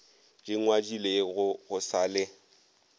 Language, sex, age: Northern Sotho, male, 22